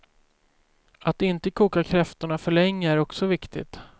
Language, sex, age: Swedish, male, 24